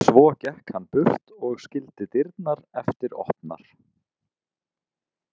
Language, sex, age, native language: Icelandic, male, 30-39, Icelandic